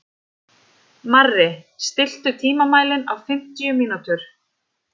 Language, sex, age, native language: Icelandic, female, 30-39, Icelandic